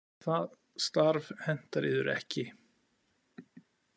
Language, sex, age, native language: Icelandic, male, 40-49, Icelandic